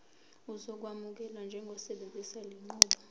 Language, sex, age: Zulu, female, 22